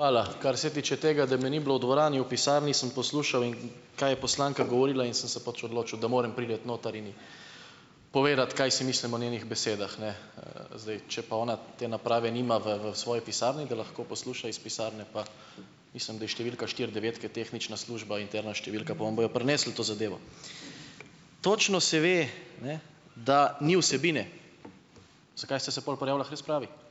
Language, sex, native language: Slovenian, male, Slovenian